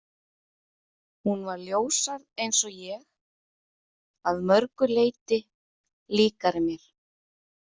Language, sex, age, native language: Icelandic, female, 30-39, Icelandic